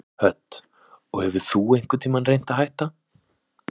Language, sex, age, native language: Icelandic, male, 20-29, Icelandic